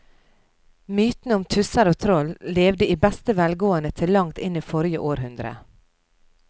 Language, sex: Norwegian, female